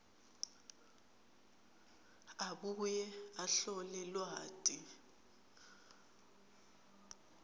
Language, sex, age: Swati, female, 20